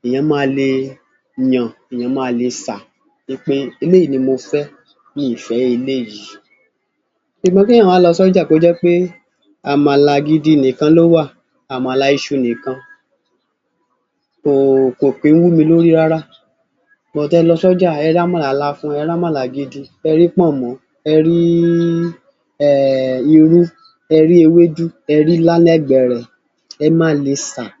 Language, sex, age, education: Yoruba, male, 30-45, tertiary